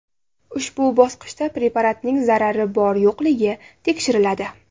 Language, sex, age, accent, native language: Uzbek, female, 18-24, Navoiy, Uzbek